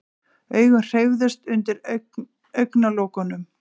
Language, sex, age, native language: Icelandic, female, 40-49, Icelandic